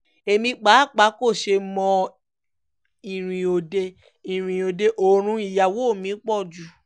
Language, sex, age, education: Yoruba, female, 15-29, tertiary